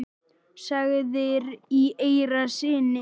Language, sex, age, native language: Icelandic, male, 9, Icelandic